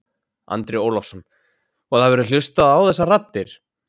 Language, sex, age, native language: Icelandic, male, 20-29, Icelandic